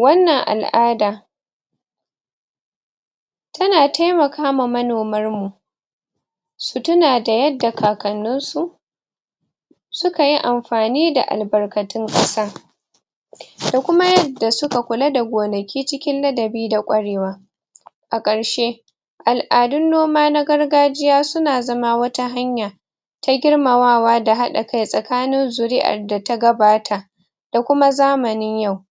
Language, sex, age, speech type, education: Hausa, female, 15-29, spontaneous, tertiary